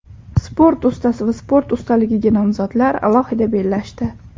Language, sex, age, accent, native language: Uzbek, female, 18-24, Andijon, Uzbek